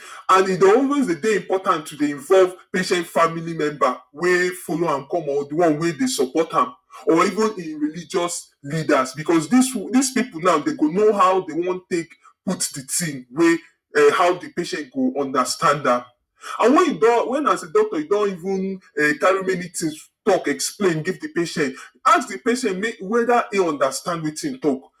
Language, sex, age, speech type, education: Nigerian Pidgin, male, 46-60, spontaneous, tertiary